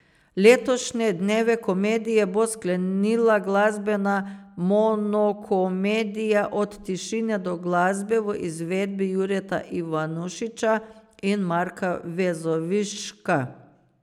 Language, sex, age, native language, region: Slovenian, female, 50-59, Slovenian, Savinja region